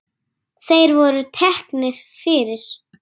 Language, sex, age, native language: Icelandic, female, 10, Icelandic